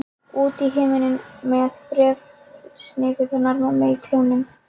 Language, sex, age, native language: Icelandic, female, 13, Polish